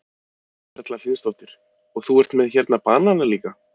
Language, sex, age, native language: Icelandic, male, 30-39, Icelandic